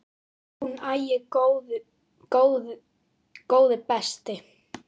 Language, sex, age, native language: Icelandic, female, 9, Icelandic